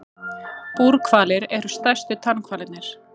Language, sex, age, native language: Icelandic, female, 30-39, Icelandic